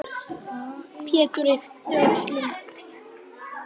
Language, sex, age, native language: Icelandic, male, 9, Icelandic